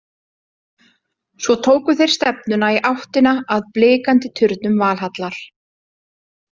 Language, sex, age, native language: Icelandic, female, 30-39, Icelandic